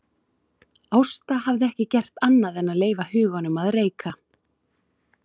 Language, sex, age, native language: Icelandic, female, 30-39, Icelandic